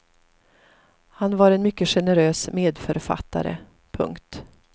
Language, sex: Swedish, female